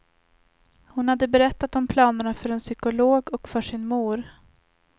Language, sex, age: Swedish, female, 25